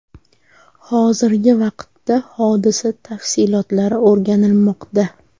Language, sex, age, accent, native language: Uzbek, female, 18-24, Farg'ona, Uzbek